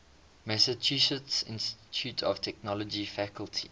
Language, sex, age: English, male, 21